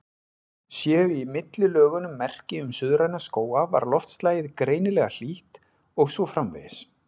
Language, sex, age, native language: Icelandic, male, 40-49, Icelandic